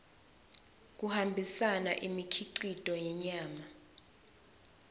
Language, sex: Swati, female